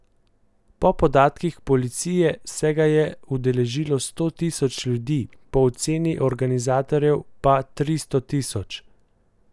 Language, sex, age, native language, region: Slovenian, male, 18-29, Slovenian, Central Slovenia